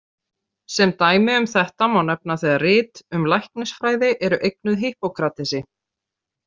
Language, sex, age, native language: Icelandic, female, 30-39, Icelandic